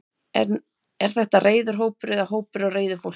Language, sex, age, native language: Icelandic, female, 30-39, Icelandic